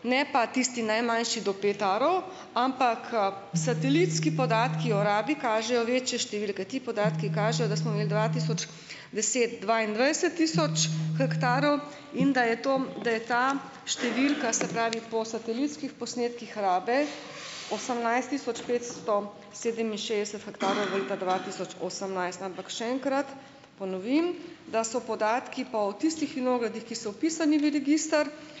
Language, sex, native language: Slovenian, female, Slovenian